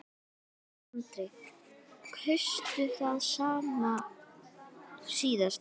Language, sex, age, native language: Icelandic, female, 10, Icelandic